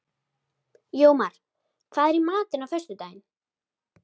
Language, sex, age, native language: Icelandic, female, 13, Icelandic